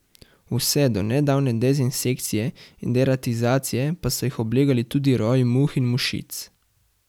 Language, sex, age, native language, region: Slovenian, male, 18-29, Slovenian, Central Slovenia